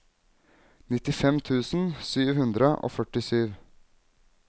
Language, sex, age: Norwegian, male, 21